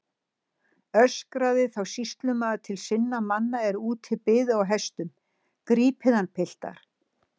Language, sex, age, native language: Icelandic, female, 60-69, Icelandic